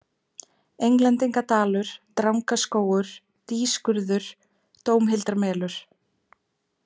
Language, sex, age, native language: Icelandic, female, 20-29, Icelandic